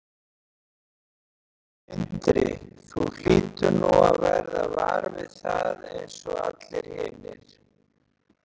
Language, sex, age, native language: Icelandic, male, 40-49, Icelandic